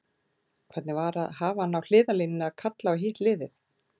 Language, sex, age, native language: Icelandic, female, 40-49, Icelandic